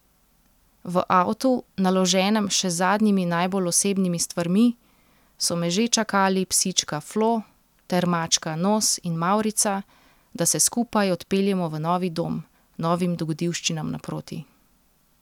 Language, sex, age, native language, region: Slovenian, female, 30-49, Slovenian, Central Slovenia